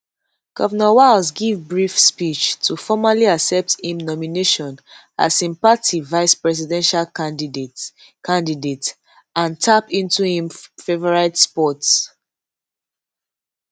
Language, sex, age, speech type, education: Nigerian Pidgin, female, 15-29, spontaneous, tertiary